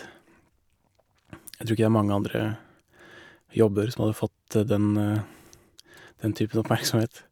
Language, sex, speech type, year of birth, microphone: Norwegian, male, spontaneous, 1984, Shure